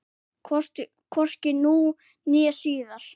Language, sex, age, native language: Icelandic, male, 9, Icelandic